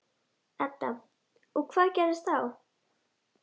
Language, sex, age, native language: Icelandic, female, 10, Icelandic